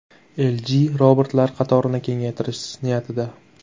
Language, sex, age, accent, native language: Uzbek, male, 18-24, Buxoro, Uzbek